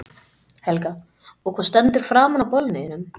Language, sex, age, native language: Icelandic, male, 12, Icelandic